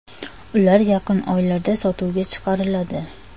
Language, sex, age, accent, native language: Uzbek, female, 25-34, Farg'ona, Uzbek